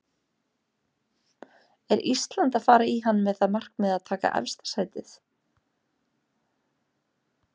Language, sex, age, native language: Icelandic, female, 30-39, Icelandic